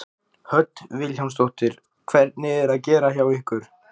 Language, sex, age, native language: Icelandic, male, 15, Icelandic